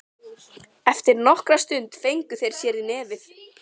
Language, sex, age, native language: Icelandic, female, 12, Icelandic